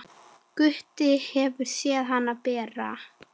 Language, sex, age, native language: Icelandic, female, 10, Icelandic